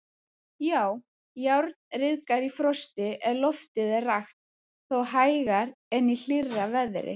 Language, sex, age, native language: Icelandic, female, 30-39, Icelandic